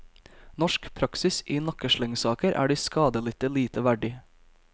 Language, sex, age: Norwegian, male, 22